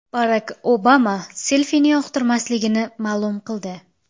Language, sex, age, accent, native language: Uzbek, female, 18-24, Samarqand, Uzbek